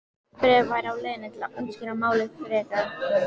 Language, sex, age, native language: Icelandic, female, 14, Icelandic